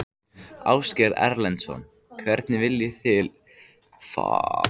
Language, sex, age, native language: Icelandic, male, 14, Icelandic